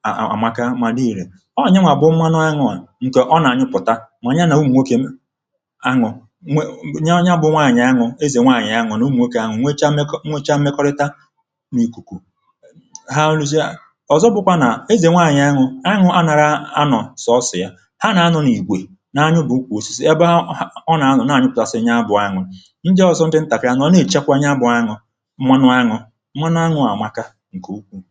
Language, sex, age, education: Igbo, male, 30-45, tertiary